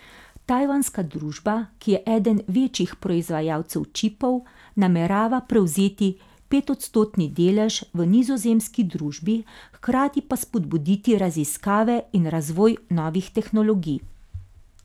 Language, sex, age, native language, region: Slovenian, female, 50-59, Slovenian, Carinthia region